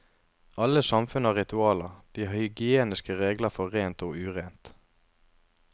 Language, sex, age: Norwegian, male, 33